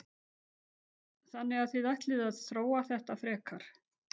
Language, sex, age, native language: Icelandic, female, 50-59, Icelandic